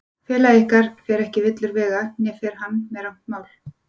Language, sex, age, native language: Icelandic, female, 40-49, Icelandic